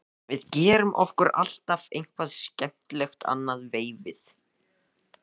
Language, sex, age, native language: Icelandic, male, 14, Icelandic